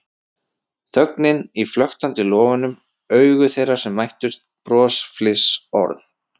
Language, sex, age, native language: Icelandic, male, 30-39, Icelandic